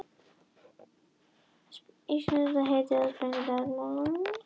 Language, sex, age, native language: Icelandic, female, 18-19, Icelandic